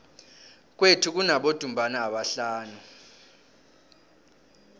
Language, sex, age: South Ndebele, male, 18